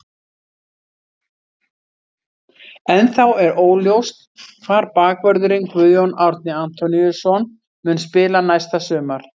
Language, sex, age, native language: Icelandic, female, 60-69, Icelandic